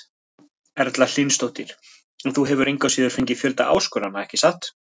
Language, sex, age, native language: Icelandic, male, 20-29, Icelandic